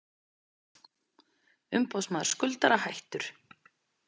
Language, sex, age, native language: Icelandic, female, 30-39, Icelandic